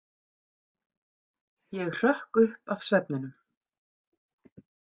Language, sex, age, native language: Icelandic, female, 50-59, Icelandic